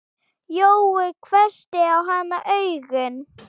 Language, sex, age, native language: Icelandic, female, 8, Icelandic